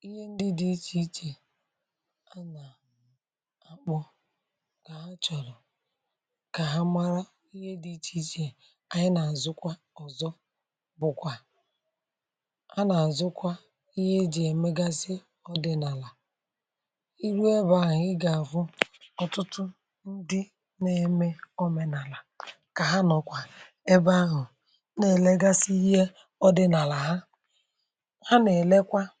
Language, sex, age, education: Igbo, male, 30-45, tertiary